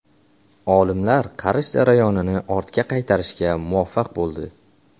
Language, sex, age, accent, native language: Uzbek, male, 18-24, Xorazm, Uzbek